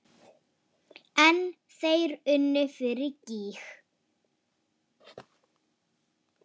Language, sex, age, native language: Icelandic, female, 9, Icelandic